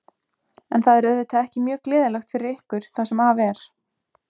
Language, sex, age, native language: Icelandic, female, 20-29, Icelandic